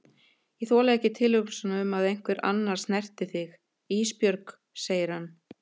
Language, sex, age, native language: Icelandic, female, 50-59, Icelandic